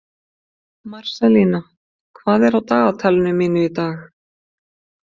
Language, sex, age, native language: Icelandic, female, 50-59, Icelandic